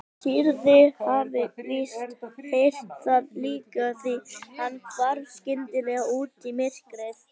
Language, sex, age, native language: Icelandic, female, 18-19, Icelandic